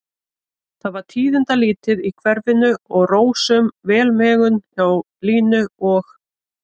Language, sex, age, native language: Icelandic, female, 30-39, Icelandic